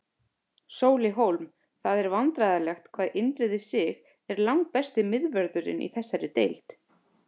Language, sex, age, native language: Icelandic, female, 30-39, Icelandic